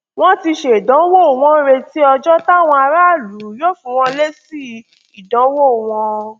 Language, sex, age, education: Yoruba, female, 15-29, tertiary